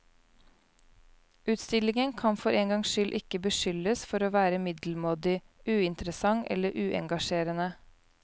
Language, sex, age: Norwegian, female, 29